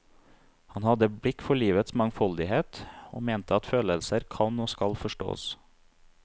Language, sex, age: Norwegian, male, 30